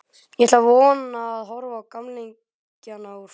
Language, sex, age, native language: Icelandic, male, 12, Icelandic